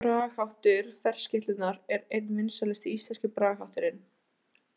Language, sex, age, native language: Icelandic, female, 18-19, Icelandic